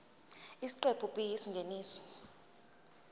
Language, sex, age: Zulu, female, 20